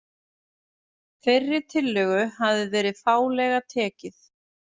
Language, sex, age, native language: Icelandic, female, 40-49, Icelandic